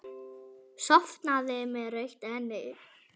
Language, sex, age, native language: Icelandic, female, 10, Icelandic